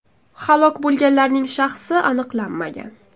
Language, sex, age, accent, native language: Uzbek, female, 19-29, Samarqand, Uzbek